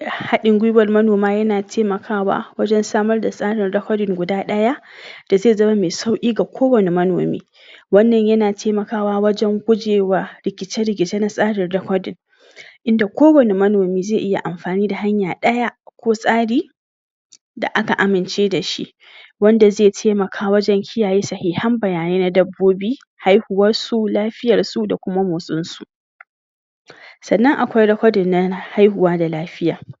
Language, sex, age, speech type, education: Hausa, female, 46-60, spontaneous, tertiary